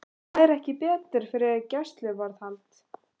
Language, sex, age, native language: Icelandic, other, 18-19, Icelandic